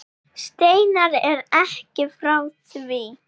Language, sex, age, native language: Icelandic, female, 8, Icelandic